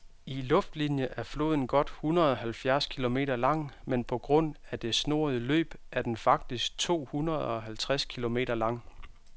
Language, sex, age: Danish, male, 32